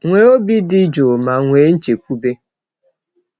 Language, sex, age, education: Igbo, female, 30-45, tertiary